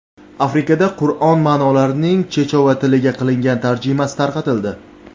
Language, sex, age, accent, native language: Uzbek, male, 19-29, Namangan, Uzbek